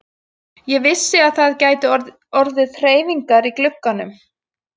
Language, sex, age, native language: Icelandic, female, 40-49, Icelandic